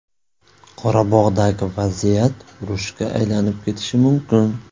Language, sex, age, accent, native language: Uzbek, male, 25-34, Surxondaryo, Uzbek